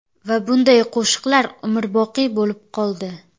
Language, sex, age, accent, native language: Uzbek, female, 18-24, Samarqand, Uzbek